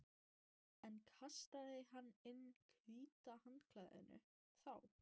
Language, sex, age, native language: Icelandic, female, 14, Icelandic